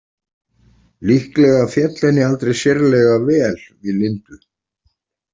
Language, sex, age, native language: Icelandic, male, 40-49, Icelandic